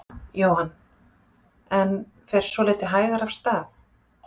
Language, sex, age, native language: Icelandic, female, 40-49, Icelandic